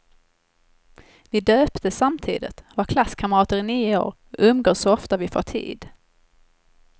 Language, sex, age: Swedish, female, 21